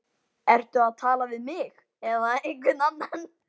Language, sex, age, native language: Icelandic, male, 12, Icelandic